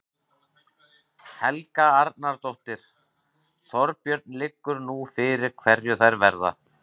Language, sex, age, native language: Icelandic, male, 40-49, Icelandic